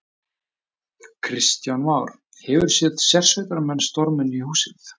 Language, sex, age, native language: Icelandic, male, 20-29, Icelandic